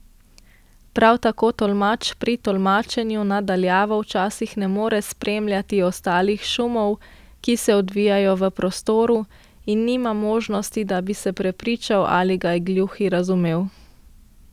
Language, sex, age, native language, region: Slovenian, female, 18-29, Slovenian, Central Slovenia